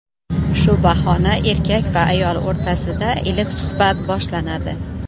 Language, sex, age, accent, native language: Uzbek, female, 40-49, Xorazm, Uzbek